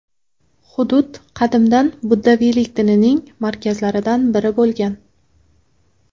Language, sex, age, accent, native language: Uzbek, female, 18-24, Qoraqalpog'iston, Karakalpak